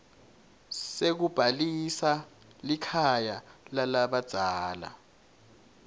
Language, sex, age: Swati, male, 21